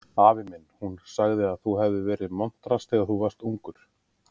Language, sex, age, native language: Icelandic, male, 30-39, Icelandic